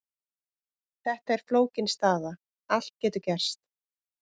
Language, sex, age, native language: Icelandic, female, 30-39, Icelandic